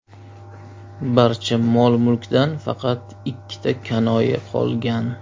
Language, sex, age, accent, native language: Uzbek, male, 25-34, Toshkent shahri, Uzbek